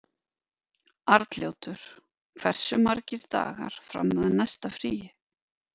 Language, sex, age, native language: Icelandic, female, 50-59, Icelandic